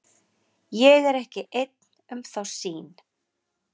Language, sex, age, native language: Icelandic, female, 40-49, Icelandic